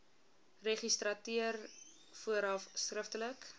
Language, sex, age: Afrikaans, female, 19